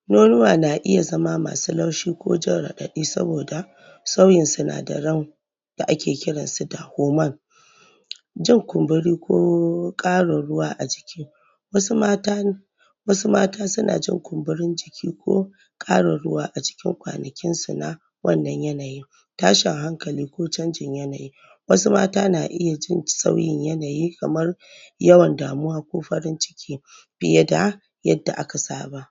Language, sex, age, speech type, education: Hausa, female, 15-29, spontaneous, tertiary